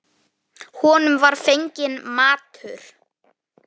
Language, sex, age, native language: Icelandic, female, 9, Icelandic